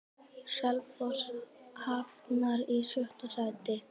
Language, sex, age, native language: Icelandic, male, 10, Icelandic